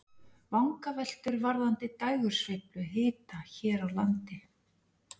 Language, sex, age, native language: Icelandic, female, 40-49, Icelandic